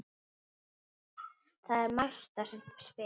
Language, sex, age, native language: Icelandic, female, 8, Icelandic